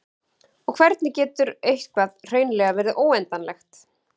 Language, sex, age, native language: Icelandic, female, 40-49, Icelandic